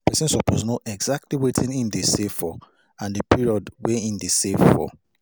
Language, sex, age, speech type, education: Nigerian Pidgin, male, 30-45, spontaneous, tertiary